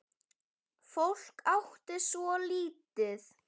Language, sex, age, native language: Icelandic, male, 10, Icelandic